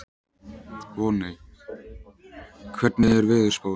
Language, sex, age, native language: Icelandic, male, 14, Icelandic